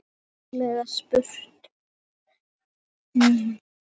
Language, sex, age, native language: Icelandic, female, 8, Icelandic